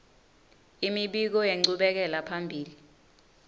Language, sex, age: Swati, female, 19